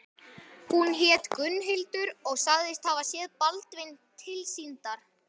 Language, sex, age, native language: Icelandic, male, 12, Icelandic